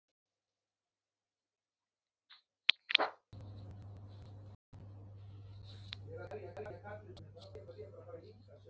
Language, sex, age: Icelandic, female, 18-19